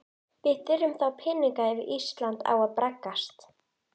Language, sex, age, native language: Icelandic, female, 11, Icelandic